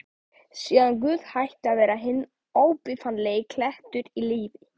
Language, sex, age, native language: Icelandic, male, 14, Icelandic